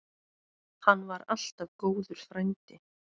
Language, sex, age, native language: Icelandic, male, 9, Icelandic